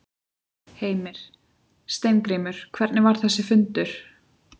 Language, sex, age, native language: Icelandic, female, 20-29, Icelandic